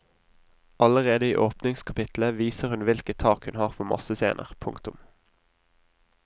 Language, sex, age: Norwegian, male, 20